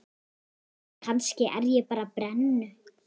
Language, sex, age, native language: Icelandic, female, 8, Icelandic